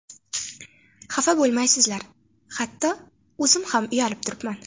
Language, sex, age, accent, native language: Uzbek, female, 18-24, Farg'ona, Uzbek